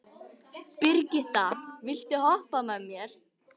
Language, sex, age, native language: Icelandic, female, 18-19, Icelandic